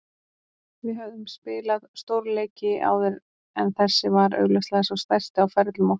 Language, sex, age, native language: Icelandic, female, 30-39, Icelandic